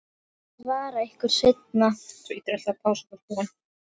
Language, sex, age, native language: Icelandic, female, 8, Icelandic